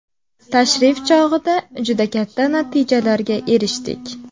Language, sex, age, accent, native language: Uzbek, female, 18-24, Samarqand, Uzbek